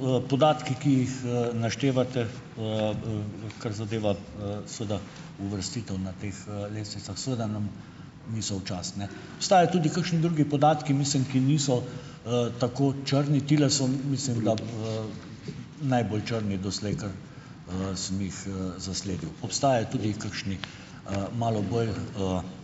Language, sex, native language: Slovenian, male, Slovenian